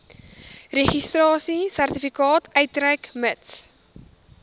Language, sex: Afrikaans, female